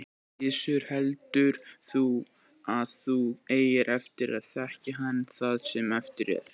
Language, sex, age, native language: Icelandic, male, 18-19, Icelandic